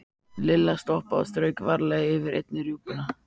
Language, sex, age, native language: Icelandic, male, 14, Icelandic